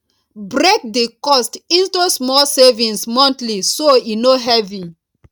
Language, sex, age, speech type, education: Nigerian Pidgin, female, 30-45, spontaneous, tertiary